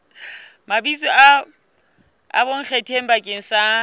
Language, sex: Southern Sotho, female